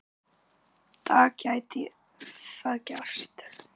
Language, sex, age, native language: Icelandic, female, 9, Icelandic